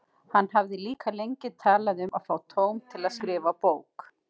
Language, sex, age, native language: Icelandic, female, 50-59, Icelandic